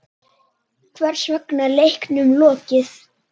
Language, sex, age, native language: Icelandic, female, 8, Icelandic